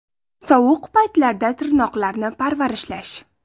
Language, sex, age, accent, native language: Uzbek, female, 18-24, Navoiy, Uzbek